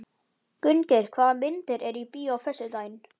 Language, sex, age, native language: Icelandic, male, 11, Icelandic